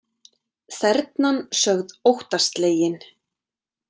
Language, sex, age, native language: Icelandic, female, 30-39, Icelandic